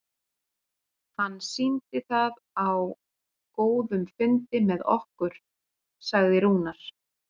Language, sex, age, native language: Icelandic, female, 40-49, Icelandic